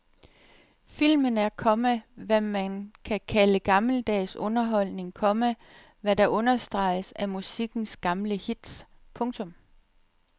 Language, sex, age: Danish, female, 37